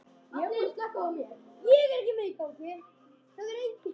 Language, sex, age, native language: Icelandic, male, 9, Icelandic